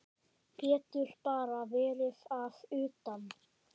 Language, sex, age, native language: Icelandic, male, 10, Icelandic